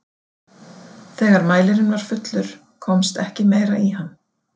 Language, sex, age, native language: Icelandic, female, 40-49, Icelandic